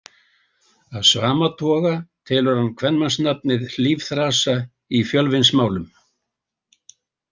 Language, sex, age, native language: Icelandic, male, 80-89, Icelandic